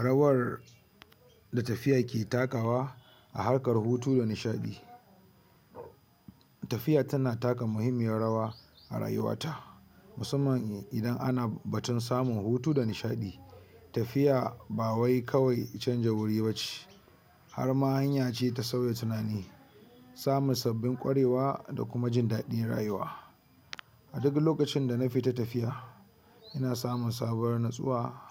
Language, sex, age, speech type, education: Hausa, male, 60+, spontaneous, tertiary